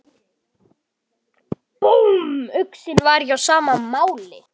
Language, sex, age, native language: Icelandic, male, 12, Icelandic